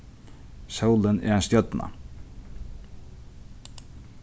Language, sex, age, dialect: Faroese, male, 15-35, Sandoy